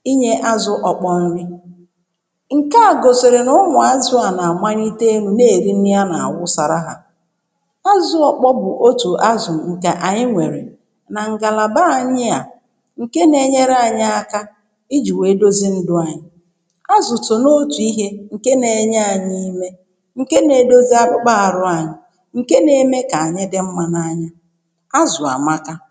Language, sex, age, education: Igbo, female, 30-45, primary